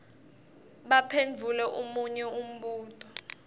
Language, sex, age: Swati, female, 18